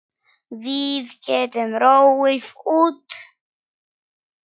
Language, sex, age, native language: Icelandic, male, 9, Polish